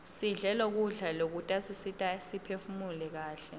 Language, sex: Swati, female